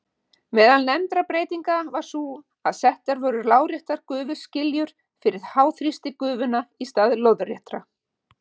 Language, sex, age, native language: Icelandic, female, 50-59, Icelandic